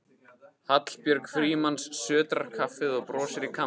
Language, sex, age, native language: Icelandic, male, 15, Icelandic